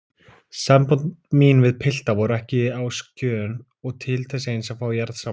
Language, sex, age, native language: Icelandic, male, 20-29, Icelandic